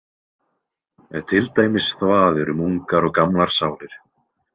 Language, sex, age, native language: Icelandic, male, 20-29, Icelandic